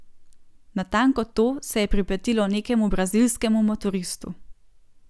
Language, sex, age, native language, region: Slovenian, female, 18-29, Slovenian, Gorenjska region